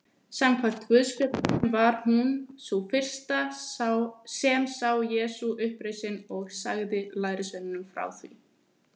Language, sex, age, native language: Icelandic, female, 20-29, Icelandic